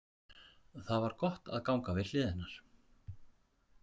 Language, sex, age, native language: Icelandic, male, 40-49, Icelandic